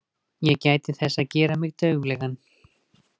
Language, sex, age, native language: Icelandic, male, 20-29, Icelandic